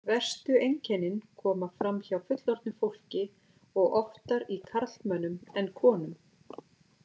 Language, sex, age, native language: Icelandic, female, 40-49, Icelandic